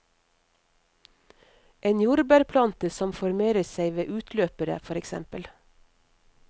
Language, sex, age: Norwegian, female, 50